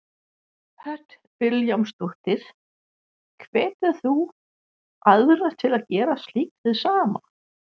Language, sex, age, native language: Icelandic, female, 60-69, Danish